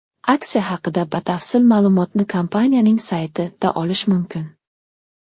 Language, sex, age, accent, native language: Uzbek, male, 19-29, Xorazm, Uzbek